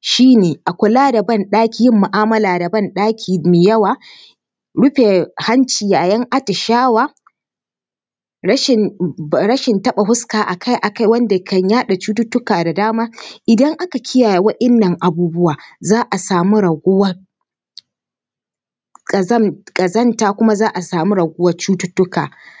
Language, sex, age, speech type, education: Hausa, female, 15-29, spontaneous, tertiary